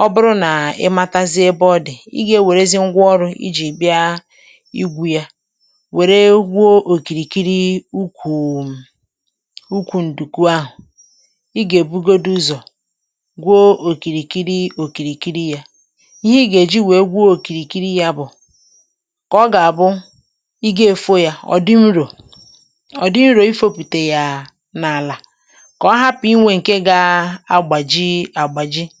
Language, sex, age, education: Igbo, female, 46-60, tertiary